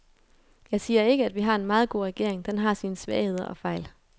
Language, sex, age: Danish, female, 22